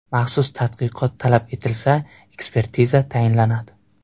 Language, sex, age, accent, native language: Uzbek, male, 19-29, Surxondaryo, Uzbek